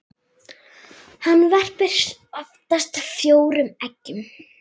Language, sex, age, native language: Icelandic, female, 8, Icelandic